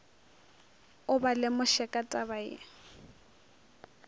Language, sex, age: Northern Sotho, female, 23